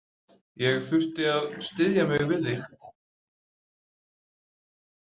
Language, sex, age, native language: Icelandic, male, 20-29, Icelandic